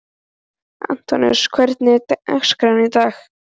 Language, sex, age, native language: Icelandic, male, 11, Icelandic